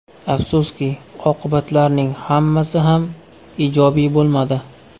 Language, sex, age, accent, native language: Uzbek, male, 25-34, Xorazm, Uzbek